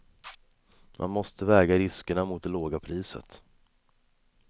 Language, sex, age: Swedish, male, 26